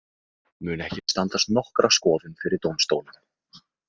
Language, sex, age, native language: Icelandic, male, 18-19, Icelandic